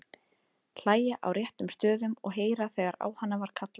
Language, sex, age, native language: Icelandic, female, 30-39, Icelandic